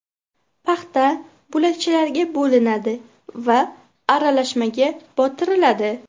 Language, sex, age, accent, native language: Uzbek, female, 18-24, Qashqadaryo, Uzbek